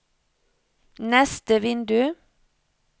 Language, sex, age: Norwegian, female, 56